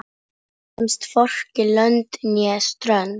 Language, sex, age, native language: Icelandic, female, 10, Icelandic